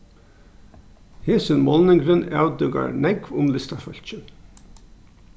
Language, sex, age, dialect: Faroese, male, 36-60, Norðurstreymoy/Eysturoy